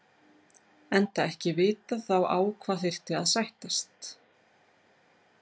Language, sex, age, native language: Icelandic, female, 40-49, Icelandic